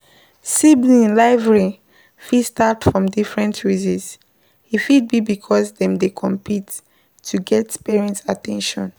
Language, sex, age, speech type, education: Nigerian Pidgin, female, 15-29, spontaneous, tertiary